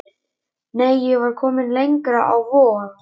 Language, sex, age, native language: Icelandic, male, 11, Icelandic